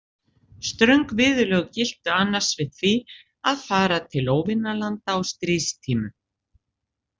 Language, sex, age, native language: Icelandic, female, 60-69, Icelandic